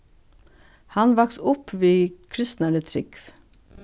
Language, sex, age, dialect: Faroese, female, 61+, Suðurstreymoy